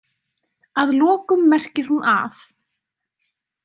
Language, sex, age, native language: Icelandic, female, 20-29, Icelandic